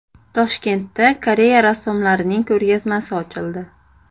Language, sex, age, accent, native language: Uzbek, female, 25-34, Andijon, Uzbek